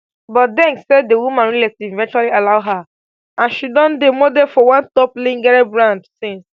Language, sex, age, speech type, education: Nigerian Pidgin, female, 15-29, spontaneous, tertiary